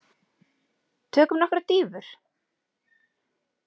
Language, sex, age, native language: Icelandic, female, 40-49, Icelandic